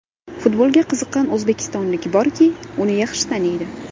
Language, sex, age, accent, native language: Uzbek, female, 18-24, Andijon, Uzbek